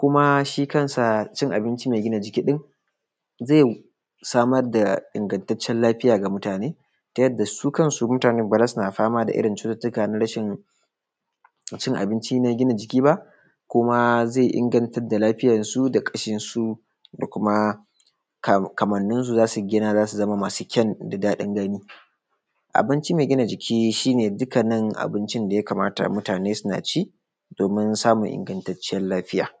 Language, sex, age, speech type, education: Hausa, male, 15-29, spontaneous, tertiary